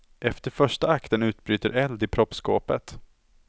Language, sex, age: Swedish, male, 27